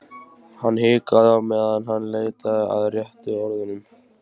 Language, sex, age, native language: Icelandic, male, 14, Icelandic